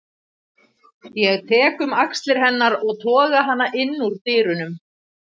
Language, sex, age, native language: Icelandic, female, 30-39, Icelandic